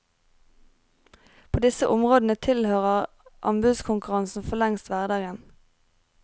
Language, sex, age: Norwegian, female, 23